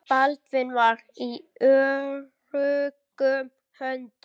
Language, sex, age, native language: Icelandic, female, 8, Icelandic